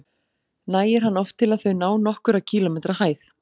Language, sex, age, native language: Icelandic, female, 40-49, Icelandic